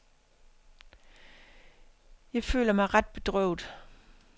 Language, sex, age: Danish, female, 50